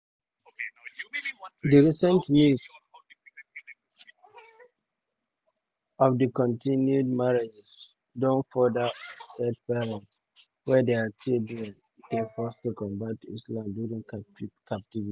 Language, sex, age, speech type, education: Nigerian Pidgin, male, 30-45, spontaneous, tertiary